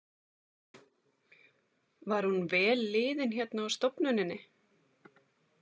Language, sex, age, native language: Icelandic, female, 40-49, Icelandic